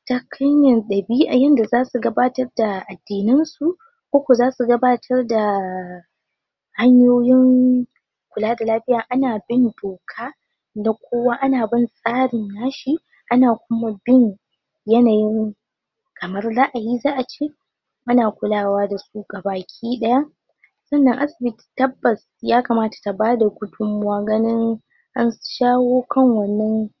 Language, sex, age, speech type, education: Hausa, female, 15-29, spontaneous, tertiary